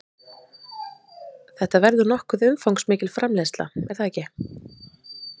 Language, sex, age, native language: Icelandic, female, 30-39, Icelandic